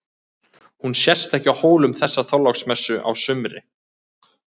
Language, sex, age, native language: Icelandic, male, 20-29, Icelandic